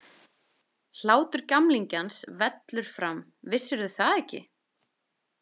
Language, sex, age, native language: Icelandic, female, 30-39, Icelandic